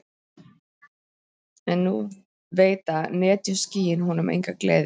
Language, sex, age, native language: Icelandic, female, 13, Icelandic